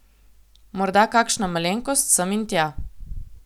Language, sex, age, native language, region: Slovenian, female, 18-29, Slovenian, Coastal Karst region